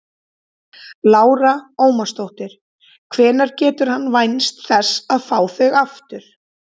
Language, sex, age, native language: Icelandic, female, 30-39, Icelandic